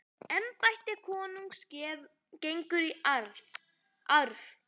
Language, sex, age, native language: Icelandic, male, 10, Icelandic